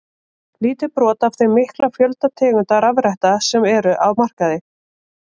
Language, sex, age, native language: Icelandic, female, 30-39, Icelandic